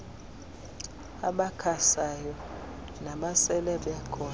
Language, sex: Xhosa, female